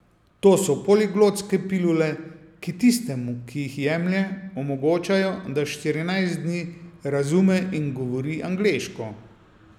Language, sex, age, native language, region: Slovenian, male, 50-59, Slovenian, Savinja region